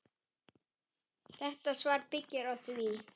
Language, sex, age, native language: Icelandic, male, 9, Icelandic